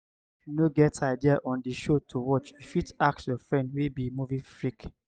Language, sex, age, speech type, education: Nigerian Pidgin, male, 60+, spontaneous, tertiary